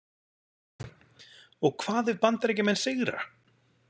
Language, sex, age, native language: Icelandic, male, 40-49, Icelandic